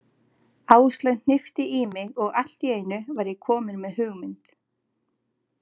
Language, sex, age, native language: Icelandic, female, 20-29, Icelandic